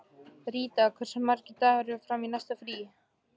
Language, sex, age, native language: Icelandic, male, 13, Icelandic